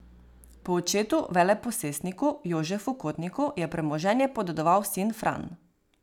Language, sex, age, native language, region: Slovenian, female, 18-29, Slovenian, Savinja region